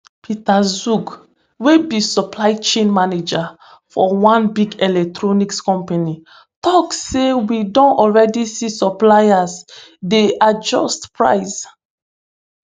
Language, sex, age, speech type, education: Nigerian Pidgin, female, 15-29, spontaneous, tertiary